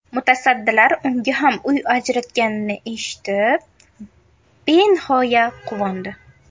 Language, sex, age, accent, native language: Uzbek, female, under 19, Navoiy, Uzbek